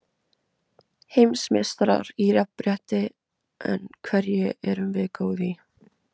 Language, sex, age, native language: Icelandic, female, 17, Icelandic